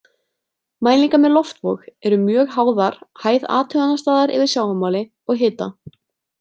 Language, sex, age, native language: Icelandic, female, 30-39, Icelandic